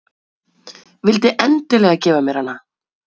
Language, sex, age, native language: Icelandic, female, 30-39, Icelandic